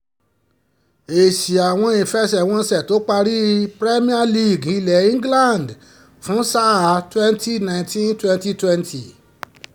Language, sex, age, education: Yoruba, male, 46-60, tertiary